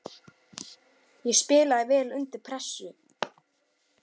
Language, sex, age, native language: Icelandic, male, 6, Icelandic